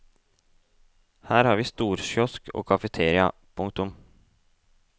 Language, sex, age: Norwegian, male, 18